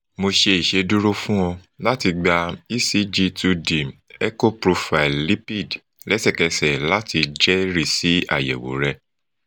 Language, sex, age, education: Yoruba, male, 30-45, tertiary